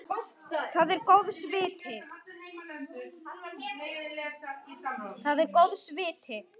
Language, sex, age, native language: Icelandic, male, 9, Icelandic